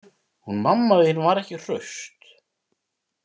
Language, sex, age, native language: Icelandic, male, 50-59, Icelandic